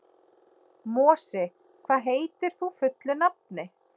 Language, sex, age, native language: Icelandic, female, 40-49, Icelandic